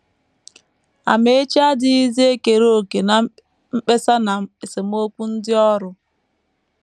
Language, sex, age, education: Igbo, female, 15-29, tertiary